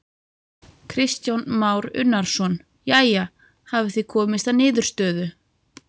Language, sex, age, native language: Icelandic, female, 30-39, Icelandic